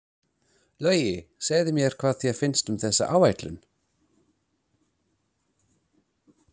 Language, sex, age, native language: Icelandic, male, 30-39, English